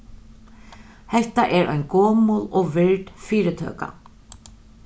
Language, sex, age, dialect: Faroese, female, 36-60, Norðurstreymoy/Eysturoy